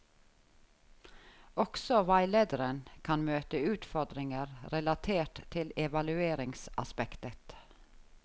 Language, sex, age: Norwegian, female, 51